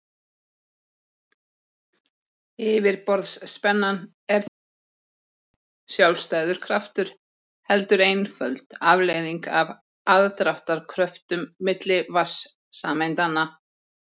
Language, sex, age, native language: Icelandic, female, 40-49, Icelandic